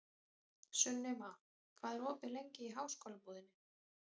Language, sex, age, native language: Icelandic, female, 30-39, Icelandic